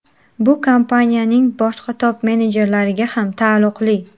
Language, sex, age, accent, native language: Uzbek, female, 18-24, Qashqadaryo, Uzbek